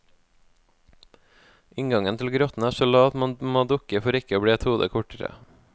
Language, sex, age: Norwegian, male, 24